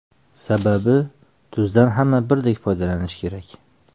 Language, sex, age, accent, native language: Uzbek, male, 35+, Toshkent shahri, Uzbek